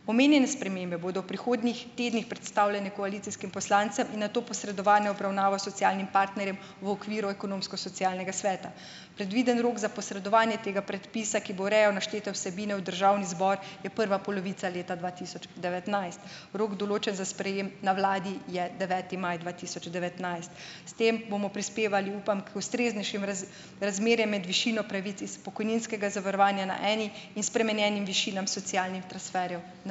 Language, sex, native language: Slovenian, female, Slovenian